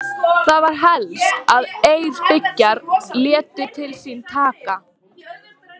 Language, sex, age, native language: Icelandic, female, 18-19, Icelandic